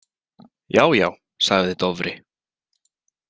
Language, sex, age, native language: Icelandic, male, 20-29, Icelandic